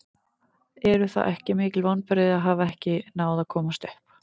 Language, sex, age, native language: Icelandic, female, 30-39, Icelandic